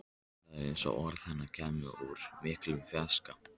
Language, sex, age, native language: Icelandic, male, 13, Icelandic